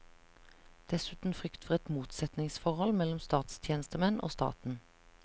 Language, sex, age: Norwegian, female, 37